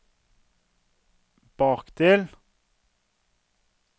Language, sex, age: Norwegian, male, 32